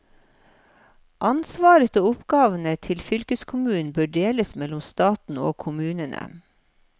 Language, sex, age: Norwegian, female, 53